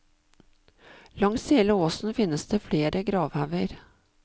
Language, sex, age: Norwegian, female, 52